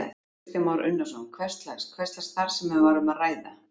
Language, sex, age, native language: Icelandic, female, 50-59, Icelandic